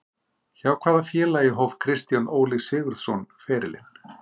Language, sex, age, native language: Icelandic, male, 50-59, Icelandic